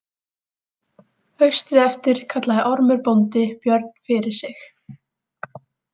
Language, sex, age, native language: Icelandic, female, 18-19, Icelandic